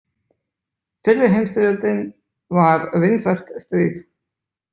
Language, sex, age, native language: Icelandic, male, 20-29, Icelandic